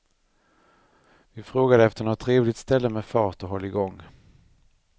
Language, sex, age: Swedish, male, 39